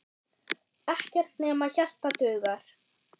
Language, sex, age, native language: Icelandic, female, 8, German